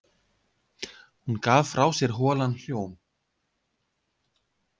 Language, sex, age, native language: Icelandic, male, 50-59, Icelandic